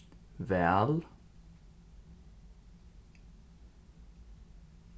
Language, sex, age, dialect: Faroese, male, 15-35, Suðurstreymoy